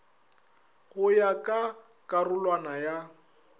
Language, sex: Northern Sotho, male